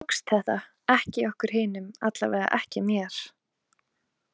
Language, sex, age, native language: Icelandic, female, 20-29, Icelandic